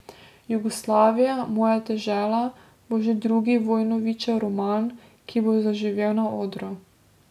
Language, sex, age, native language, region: Slovenian, female, 18-29, Slovenian, Drava region